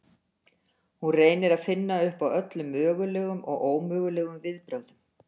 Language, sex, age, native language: Icelandic, female, 60-69, Icelandic